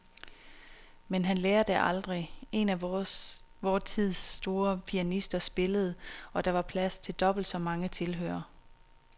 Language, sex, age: Danish, female, 26